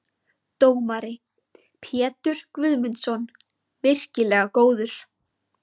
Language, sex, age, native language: Icelandic, female, 20-29, Icelandic